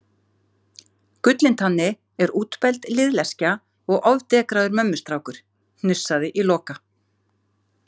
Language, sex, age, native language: Icelandic, female, 50-59, Icelandic